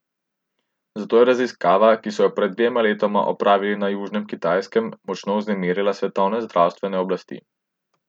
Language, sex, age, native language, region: Slovenian, male, 18-29, Slovenian, Central Slovenia